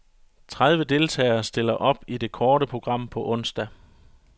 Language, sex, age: Danish, male, 41